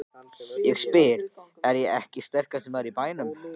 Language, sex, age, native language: Icelandic, male, 14, Icelandic